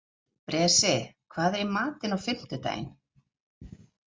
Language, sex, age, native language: Icelandic, female, 40-49, Icelandic